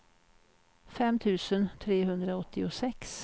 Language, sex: Swedish, female